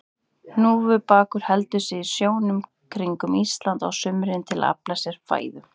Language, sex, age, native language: Icelandic, female, 30-39, Icelandic